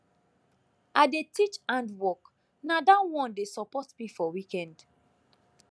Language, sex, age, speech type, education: Nigerian Pidgin, female, 15-29, spontaneous, tertiary